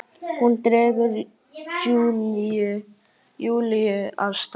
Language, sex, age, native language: Icelandic, male, 8, Icelandic